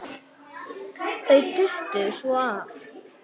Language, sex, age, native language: Icelandic, male, 8, Icelandic